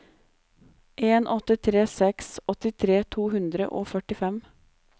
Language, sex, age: Norwegian, female, 26